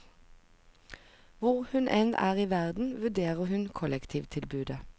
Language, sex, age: Norwegian, female, 45